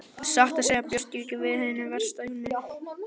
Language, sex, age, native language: Icelandic, male, 11, Icelandic